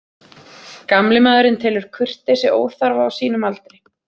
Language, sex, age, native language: Icelandic, female, 30-39, Icelandic